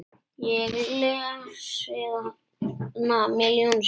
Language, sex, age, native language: Icelandic, male, 8, Icelandic